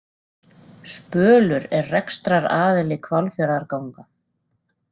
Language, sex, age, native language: Icelandic, female, 40-49, Icelandic